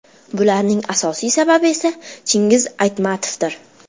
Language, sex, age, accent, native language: Uzbek, female, 12-17, Farg'ona, Uzbek